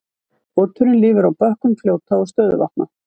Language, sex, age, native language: Icelandic, female, 50-59, Icelandic